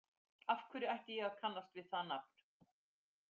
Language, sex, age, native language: Icelandic, female, 50-59, Icelandic